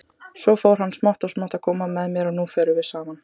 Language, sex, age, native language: Icelandic, female, 18-19, Icelandic